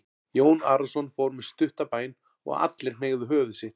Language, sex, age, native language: Icelandic, male, 40-49, Icelandic